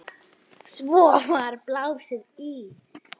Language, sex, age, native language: Icelandic, female, 8, Icelandic